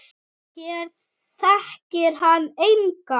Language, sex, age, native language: Icelandic, male, 6, Icelandic